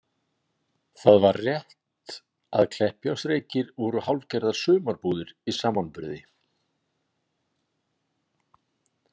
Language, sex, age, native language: Icelandic, male, 40-49, Icelandic